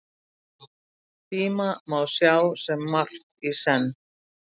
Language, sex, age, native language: Icelandic, female, 60-69, Icelandic